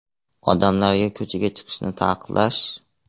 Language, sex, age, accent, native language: Uzbek, male, 18-24, Andijon, Uzbek